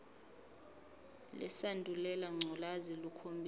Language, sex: Zulu, female